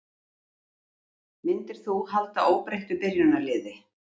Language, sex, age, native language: Icelandic, female, 50-59, Icelandic